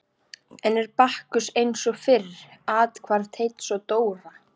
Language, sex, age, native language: Icelandic, female, 14, Icelandic